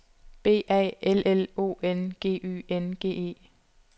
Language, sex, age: Danish, female, 25